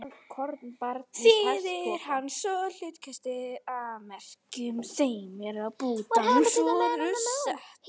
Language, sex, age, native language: Icelandic, female, 40-49, Icelandic